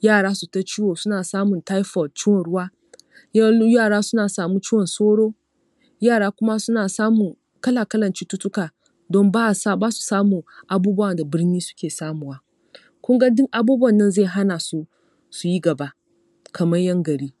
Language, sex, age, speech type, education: Hausa, female, 30-45, spontaneous, tertiary